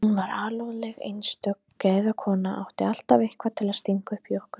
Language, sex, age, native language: Icelandic, female, 30-39, Icelandic